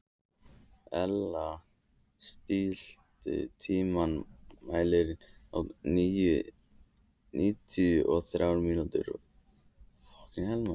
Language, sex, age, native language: Icelandic, male, 14, Icelandic